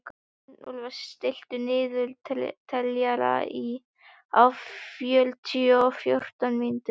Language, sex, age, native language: Icelandic, male, 12, Icelandic